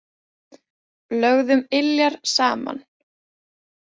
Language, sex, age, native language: Icelandic, female, 20-29, Icelandic